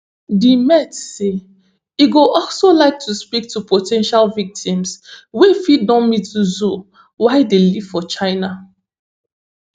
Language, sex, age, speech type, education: Nigerian Pidgin, female, 15-29, spontaneous, tertiary